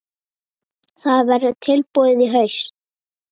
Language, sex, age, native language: Icelandic, female, 7, Icelandic